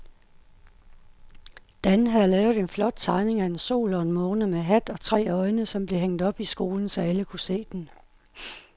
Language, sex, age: Danish, female, 51